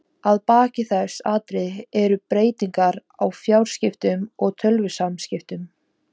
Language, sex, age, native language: Icelandic, female, 17, Icelandic